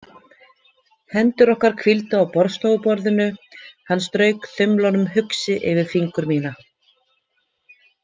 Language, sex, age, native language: Icelandic, female, 50-59, Icelandic